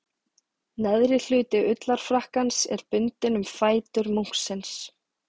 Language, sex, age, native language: Icelandic, female, 40-49, Icelandic